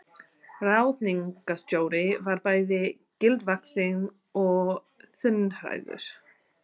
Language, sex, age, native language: Icelandic, female, 30-39, English